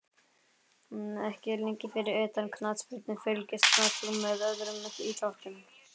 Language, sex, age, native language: Icelandic, male, 11, Icelandic